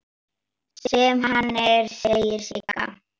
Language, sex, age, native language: Icelandic, male, 10, Icelandic